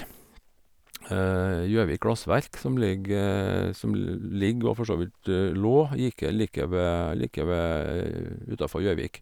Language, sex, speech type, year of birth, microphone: Norwegian, male, spontaneous, 1951, Sennheiser